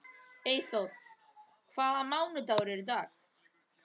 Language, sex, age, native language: Icelandic, male, 13, Icelandic